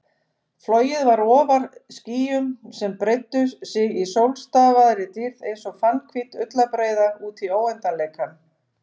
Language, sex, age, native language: Icelandic, female, 50-59, Icelandic